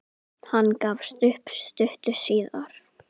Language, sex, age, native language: Icelandic, female, 10, Icelandic